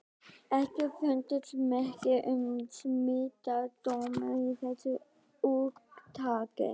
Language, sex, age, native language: Icelandic, female, 12, Icelandic